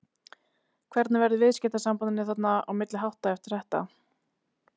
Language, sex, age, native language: Icelandic, female, 30-39, Icelandic